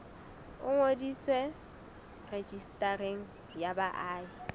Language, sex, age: Southern Sotho, female, 19